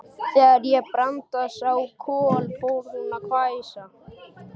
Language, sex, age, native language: Icelandic, male, 12, Icelandic